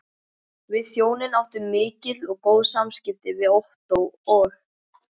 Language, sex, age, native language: Icelandic, male, 11, Icelandic